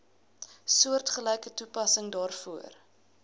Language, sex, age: Afrikaans, female, 19